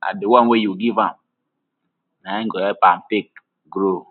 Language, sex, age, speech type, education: Nigerian Pidgin, male, 15-29, spontaneous, tertiary